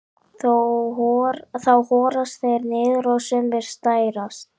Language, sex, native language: Icelandic, male, Icelandic